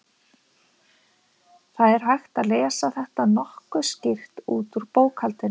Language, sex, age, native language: Icelandic, female, 50-59, Icelandic